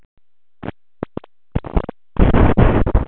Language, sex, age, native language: Icelandic, male, 13, Icelandic